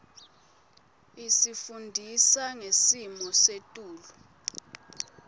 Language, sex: Swati, female